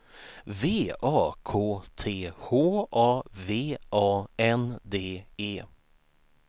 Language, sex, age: Swedish, male, 19